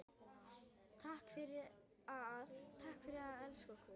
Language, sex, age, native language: Icelandic, female, 10, Icelandic